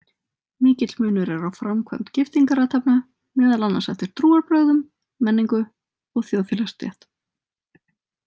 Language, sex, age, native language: Icelandic, female, 20-29, Icelandic